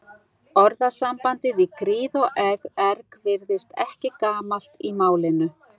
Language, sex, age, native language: Icelandic, female, 60-69, Icelandic